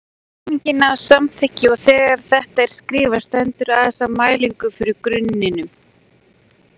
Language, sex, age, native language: Icelandic, female, 40-49, Icelandic